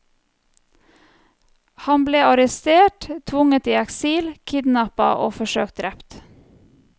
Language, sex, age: Norwegian, female, 34